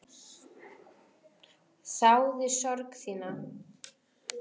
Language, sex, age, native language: Icelandic, female, 10, Icelandic